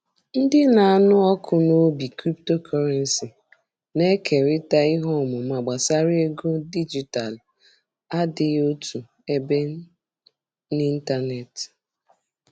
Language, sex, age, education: Igbo, female, 30-45, tertiary